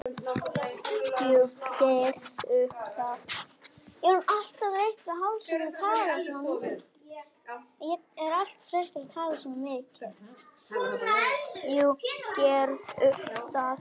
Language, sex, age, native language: Icelandic, female, 6, Icelandic